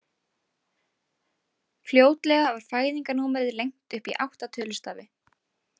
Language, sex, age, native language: Icelandic, female, 18-19, Icelandic